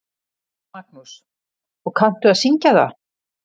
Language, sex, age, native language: Icelandic, female, 50-59, Icelandic